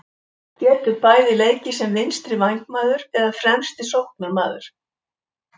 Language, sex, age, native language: Icelandic, female, 70-79, Icelandic